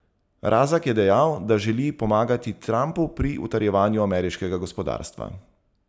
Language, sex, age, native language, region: Slovenian, male, 30-49, Slovenian, Zasavska region